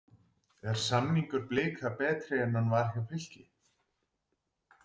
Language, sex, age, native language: Icelandic, male, 40-49, Icelandic